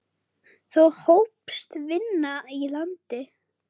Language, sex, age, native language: Icelandic, male, 9, Icelandic